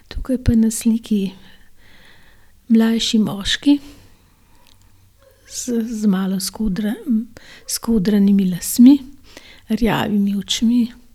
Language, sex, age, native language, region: Slovenian, female, 60+, Slovenian, Gorenjska region